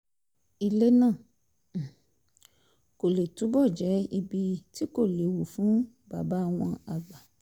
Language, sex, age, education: Yoruba, female, 30-45, tertiary